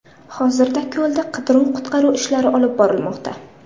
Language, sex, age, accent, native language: Uzbek, female, 18-24, Samarqand, Uzbek